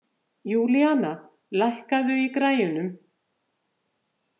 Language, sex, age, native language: Icelandic, female, 50-59, Icelandic